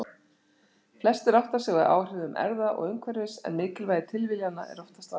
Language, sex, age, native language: Icelandic, female, 60-69, Icelandic